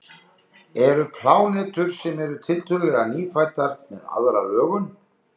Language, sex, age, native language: Icelandic, male, 50-59, Icelandic